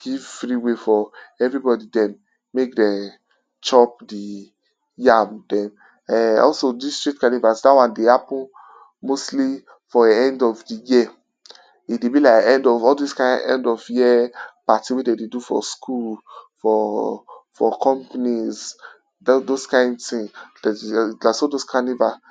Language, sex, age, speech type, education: Nigerian Pidgin, male, 15-29, spontaneous, tertiary